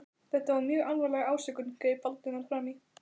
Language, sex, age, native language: Icelandic, female, 12, Icelandic